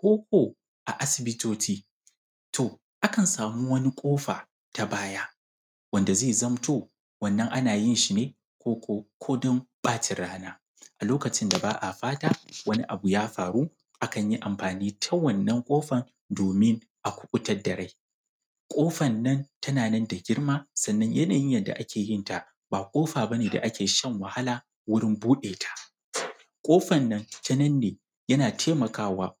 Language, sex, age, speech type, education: Hausa, male, 15-29, spontaneous, secondary